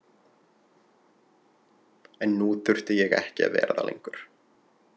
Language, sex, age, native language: Icelandic, male, 20-29, Icelandic